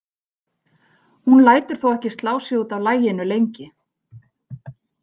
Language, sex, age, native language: Icelandic, female, 40-49, Icelandic